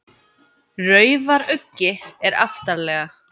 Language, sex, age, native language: Icelandic, female, 20-29, Icelandic